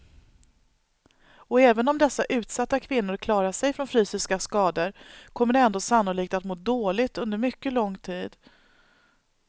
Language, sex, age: Swedish, female, 39